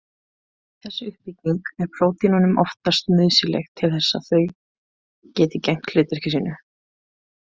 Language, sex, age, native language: Icelandic, female, 20-29, Icelandic